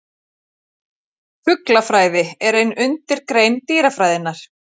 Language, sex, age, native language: Icelandic, female, 40-49, Icelandic